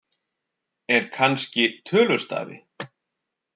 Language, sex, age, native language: Icelandic, male, 40-49, Icelandic